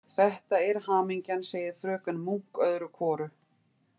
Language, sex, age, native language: Icelandic, female, 50-59, Icelandic